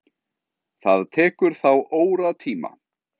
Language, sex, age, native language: Icelandic, male, 30-39, Icelandic